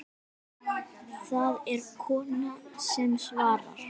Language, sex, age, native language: Icelandic, female, 10, Icelandic